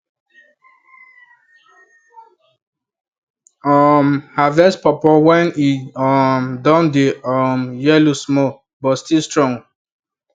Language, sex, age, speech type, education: Nigerian Pidgin, male, 15-29, spontaneous, tertiary